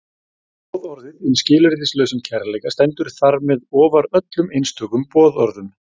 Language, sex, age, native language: Icelandic, male, 40-49, Icelandic